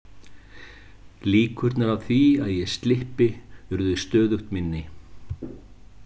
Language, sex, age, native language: Icelandic, male, 50-59, Icelandic